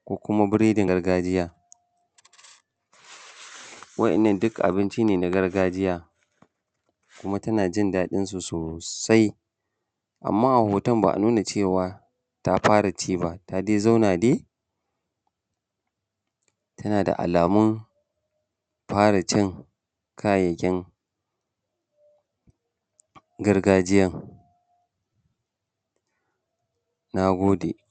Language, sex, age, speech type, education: Hausa, male, 30-45, spontaneous, primary